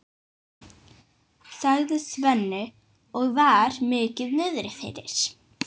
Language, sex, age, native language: Icelandic, female, 18-19, English